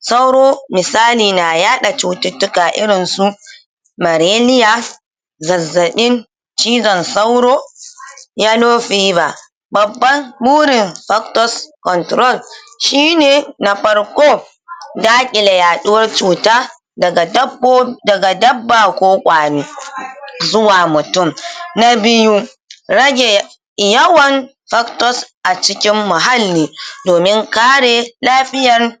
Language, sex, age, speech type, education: Hausa, female, 60+, spontaneous, tertiary